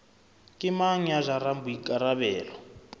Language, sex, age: Southern Sotho, male, 26